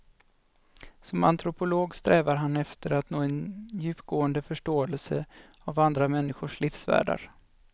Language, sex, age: Swedish, male, 25